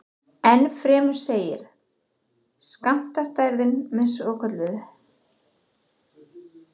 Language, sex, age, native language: Icelandic, female, 30-39, Icelandic